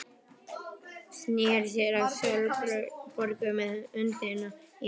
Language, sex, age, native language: Icelandic, male, 11, Icelandic